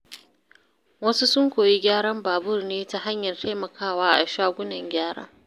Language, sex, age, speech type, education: Hausa, female, 30-45, read, secondary